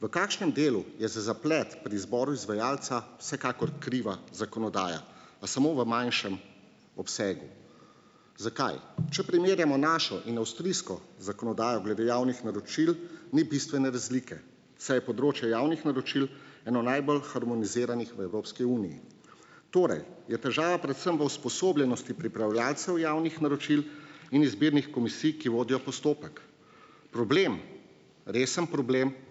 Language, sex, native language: Slovenian, male, Slovenian